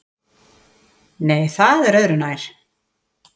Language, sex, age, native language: Icelandic, female, 40-49, Icelandic